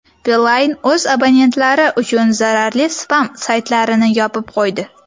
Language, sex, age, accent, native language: Uzbek, female, under 19, Sirdaryo, Uzbek